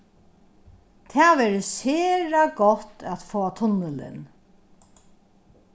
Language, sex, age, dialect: Faroese, female, 61+, Norðurstreymoy/Eysturoy